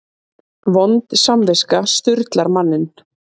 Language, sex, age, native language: Icelandic, female, 30-39, Icelandic